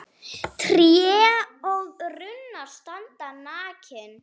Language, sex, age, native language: Icelandic, female, 5, Icelandic